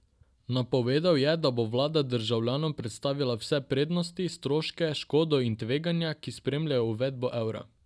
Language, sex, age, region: Slovenian, male, 18-29, Drava region